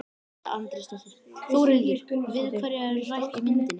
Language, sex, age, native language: Icelandic, male, 12, Icelandic